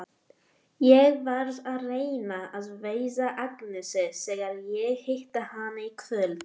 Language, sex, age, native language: Icelandic, female, 18-19, Icelandic